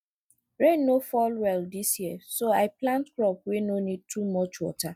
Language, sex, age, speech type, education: Nigerian Pidgin, female, 30-45, spontaneous, tertiary